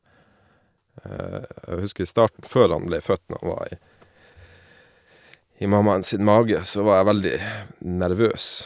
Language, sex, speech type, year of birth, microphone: Norwegian, male, spontaneous, 1979, Shure